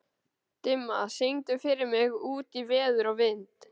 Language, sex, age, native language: Icelandic, male, 12, Icelandic